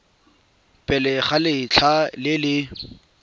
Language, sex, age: Tswana, male, 23